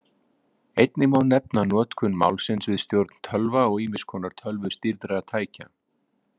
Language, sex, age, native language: Icelandic, male, 50-59, Icelandic